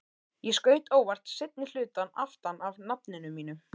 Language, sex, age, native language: Icelandic, male, 13, Icelandic